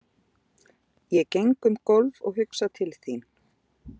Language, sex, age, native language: Icelandic, female, 20-29, Icelandic